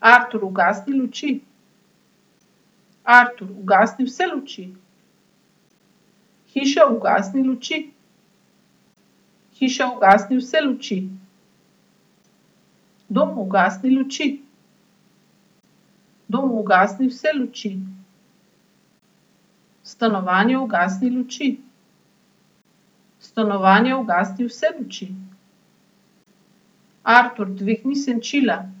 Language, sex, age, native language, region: Slovenian, female, 30-49, Slovenian, Central Slovenia